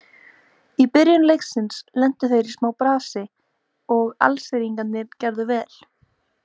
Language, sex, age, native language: Icelandic, female, 18-19, Icelandic